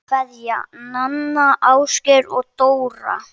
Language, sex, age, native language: Icelandic, male, 7, Icelandic